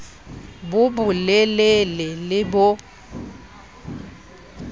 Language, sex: Southern Sotho, female